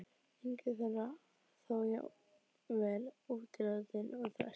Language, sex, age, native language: Icelandic, female, 12, Icelandic